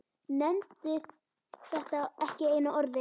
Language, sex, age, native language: Icelandic, female, 10, Icelandic